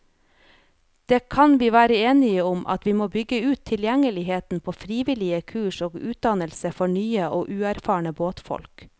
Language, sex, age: Norwegian, female, 30